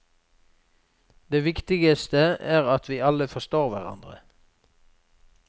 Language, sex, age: Norwegian, male, 46